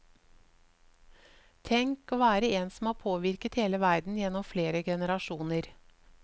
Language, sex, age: Norwegian, female, 54